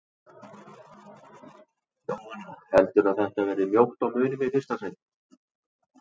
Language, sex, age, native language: Icelandic, male, 40-49, Icelandic